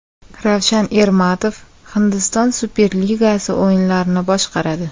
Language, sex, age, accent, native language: Uzbek, female, 25-34, Toshkent viloyati, Uzbek